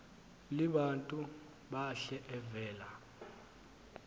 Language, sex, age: Xhosa, male, 19